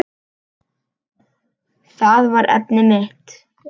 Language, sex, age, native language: Icelandic, male, 10, Icelandic